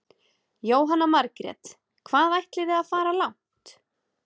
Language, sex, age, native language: Icelandic, female, 30-39, Icelandic